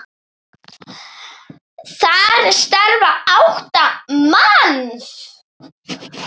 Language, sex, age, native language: Icelandic, female, 8, Icelandic